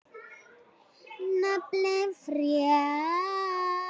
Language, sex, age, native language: Icelandic, female, 9, Icelandic